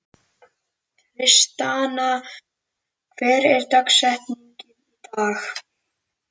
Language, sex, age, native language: Icelandic, male, 11, Icelandic